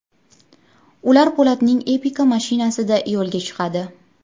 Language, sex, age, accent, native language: Uzbek, female, 18-24, Andijon, Uzbek